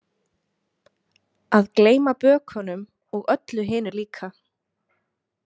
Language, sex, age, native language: Icelandic, female, 20-29, Icelandic